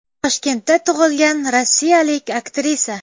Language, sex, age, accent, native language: Uzbek, female, 12-17, Jizzax, Uzbek